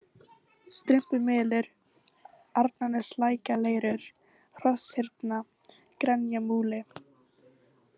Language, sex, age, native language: Icelandic, female, 18-19, Icelandic